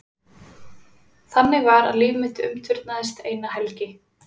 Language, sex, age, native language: Icelandic, female, 20-29, Icelandic